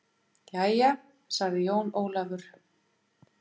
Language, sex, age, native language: Icelandic, female, 50-59, Icelandic